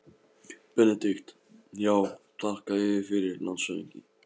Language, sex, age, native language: Icelandic, male, 15, Polish